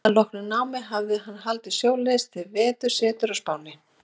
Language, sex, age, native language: Icelandic, female, 40-49, Icelandic